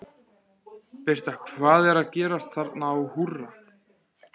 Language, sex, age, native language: Icelandic, female, 15, Icelandic